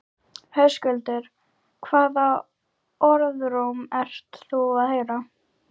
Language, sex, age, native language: Icelandic, female, 12, Icelandic